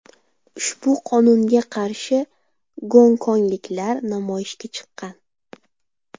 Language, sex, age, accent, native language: Uzbek, female, 18-24, Samarqand, Uzbek